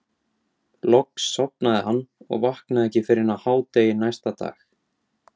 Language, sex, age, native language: Icelandic, male, 17, Icelandic